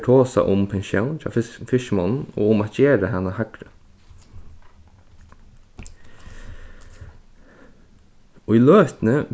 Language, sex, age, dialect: Faroese, male, 15-35, Norðurstreymoy/Eysturoy